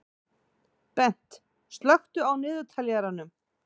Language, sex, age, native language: Icelandic, female, 40-49, Icelandic